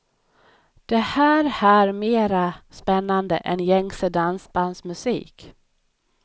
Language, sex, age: Swedish, female, 31